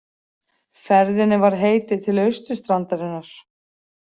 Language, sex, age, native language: Icelandic, female, 40-49, Icelandic